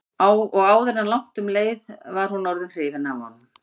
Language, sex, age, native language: Icelandic, female, 50-59, Icelandic